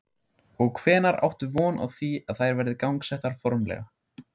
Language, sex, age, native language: Icelandic, male, 16, Icelandic